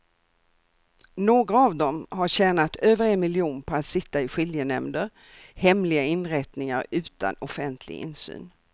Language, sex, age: Swedish, female, 64